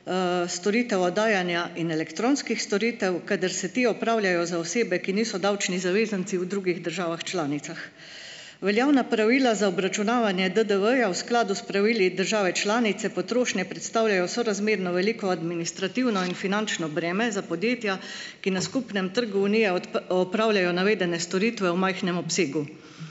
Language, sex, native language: Slovenian, female, Slovenian